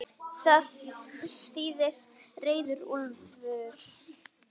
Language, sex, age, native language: Icelandic, female, 9, Icelandic